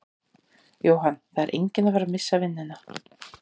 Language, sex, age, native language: Icelandic, female, 40-49, Icelandic